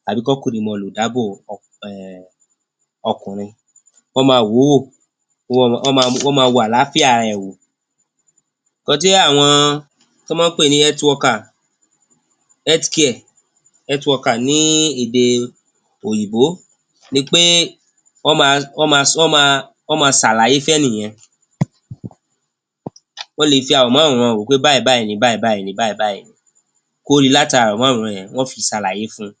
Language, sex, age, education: Yoruba, male, 30-45, tertiary